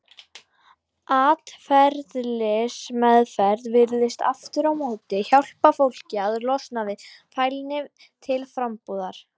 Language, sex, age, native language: Icelandic, female, 60-69, Icelandic